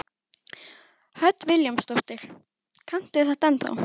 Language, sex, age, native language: Icelandic, female, 12, Icelandic